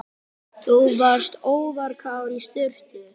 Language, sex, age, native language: Icelandic, male, 10, Icelandic